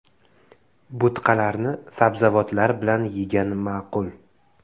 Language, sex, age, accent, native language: Uzbek, male, 18-24, Samarqand, Uzbek